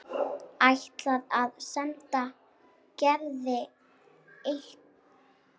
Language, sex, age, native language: Icelandic, male, 8, Icelandic